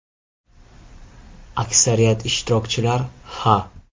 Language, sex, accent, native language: Uzbek, male, Toshkent shahri, Uzbek